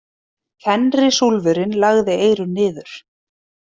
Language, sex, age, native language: Icelandic, female, 30-39, Icelandic